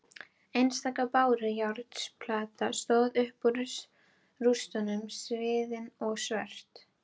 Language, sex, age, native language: Icelandic, female, 12, Icelandic